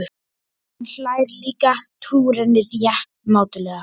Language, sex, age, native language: Icelandic, male, 11, Icelandic